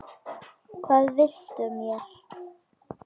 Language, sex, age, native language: Icelandic, female, 10, Icelandic